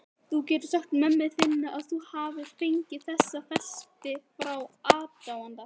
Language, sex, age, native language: Icelandic, female, 18-19, Icelandic